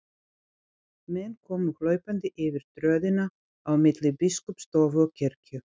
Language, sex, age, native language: Icelandic, female, 40-49, Serbo-Croatian